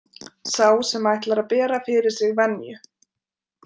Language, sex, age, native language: Icelandic, female, 20-29, Icelandic